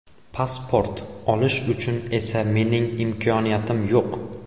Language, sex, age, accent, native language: Uzbek, male, 18-24, Andijon, Uzbek